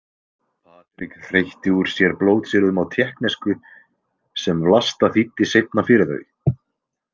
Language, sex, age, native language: Icelandic, male, 20-29, Icelandic